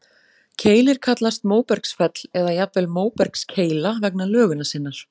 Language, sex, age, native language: Icelandic, female, 40-49, Icelandic